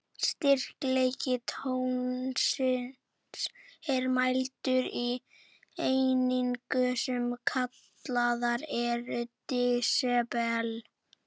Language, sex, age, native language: Icelandic, female, 11, Icelandic